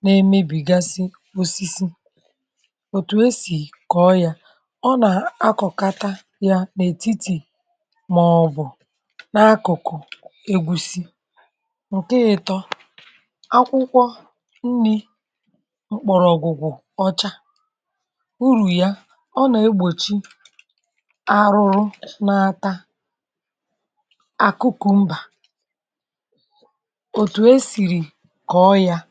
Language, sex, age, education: Igbo, male, 46-60, tertiary